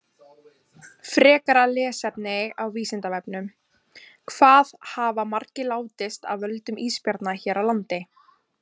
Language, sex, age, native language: Icelandic, female, 20-29, Icelandic